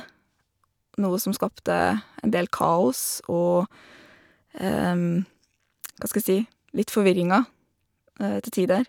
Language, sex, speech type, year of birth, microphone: Norwegian, female, spontaneous, 1987, Shure